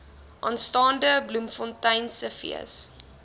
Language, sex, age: Afrikaans, female, 20